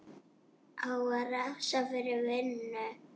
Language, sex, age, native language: Icelandic, female, 6, Icelandic